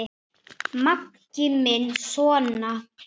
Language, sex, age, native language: Icelandic, male, 9, Icelandic